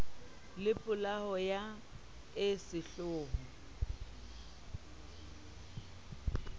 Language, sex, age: Southern Sotho, female, 30